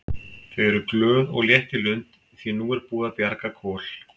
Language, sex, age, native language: Icelandic, male, 50-59, Icelandic